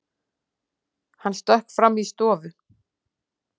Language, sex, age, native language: Icelandic, female, 10, Icelandic